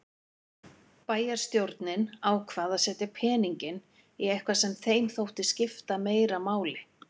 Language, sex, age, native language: Icelandic, female, 50-59, Icelandic